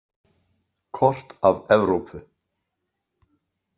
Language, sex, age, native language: Icelandic, male, 60-69, Icelandic